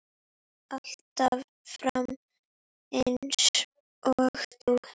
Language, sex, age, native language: Icelandic, female, 8, Icelandic